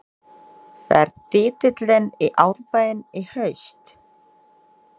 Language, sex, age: Icelandic, female, 20-29